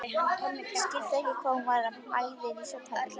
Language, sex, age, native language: Icelandic, female, 12, Icelandic